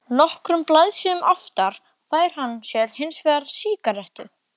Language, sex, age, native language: Icelandic, male, 12, Icelandic